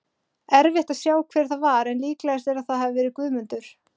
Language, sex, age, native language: Icelandic, female, 30-39, Icelandic